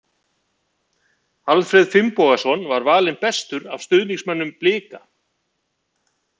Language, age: Icelandic, 50-59